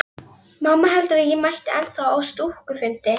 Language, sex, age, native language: Icelandic, female, 11, Polish